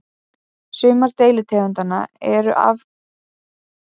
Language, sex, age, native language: Icelandic, female, 20-29, Icelandic